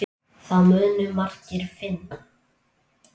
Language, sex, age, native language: Icelandic, male, 8, Icelandic